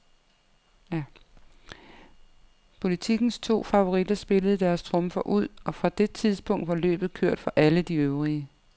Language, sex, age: Danish, female, 55